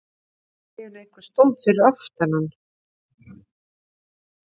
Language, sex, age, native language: Icelandic, female, 60-69, Icelandic